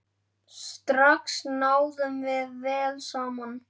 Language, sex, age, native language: Icelandic, male, 9, Icelandic